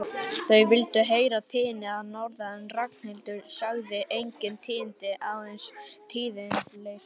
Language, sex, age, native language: Icelandic, male, 18-19, Icelandic